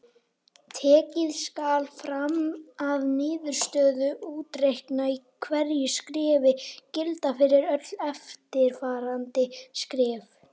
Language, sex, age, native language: Icelandic, female, 18-19, Icelandic